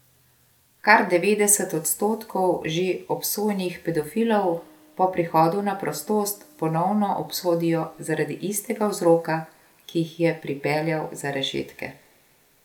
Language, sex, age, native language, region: Slovenian, female, 50-59, Slovenian, Gorenjska region